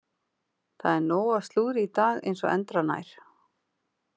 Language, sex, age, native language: Icelandic, female, 40-49, Icelandic